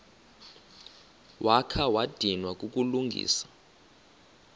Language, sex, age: Xhosa, male, 24